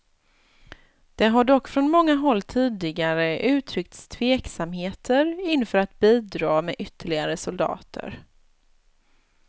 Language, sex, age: Swedish, female, 36